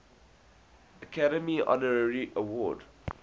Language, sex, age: English, male, 20